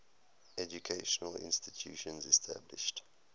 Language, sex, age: English, male, 19